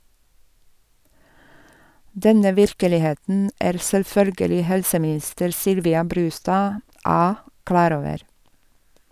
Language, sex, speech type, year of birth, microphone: Norwegian, female, read, 1961, Sennheiser